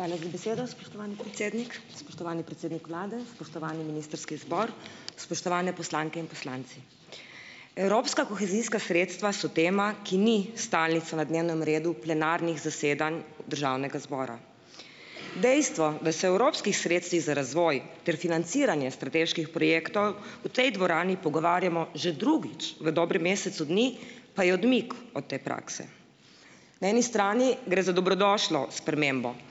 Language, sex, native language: Slovenian, female, Slovenian